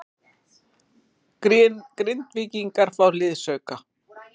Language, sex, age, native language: Icelandic, female, 40-49, Icelandic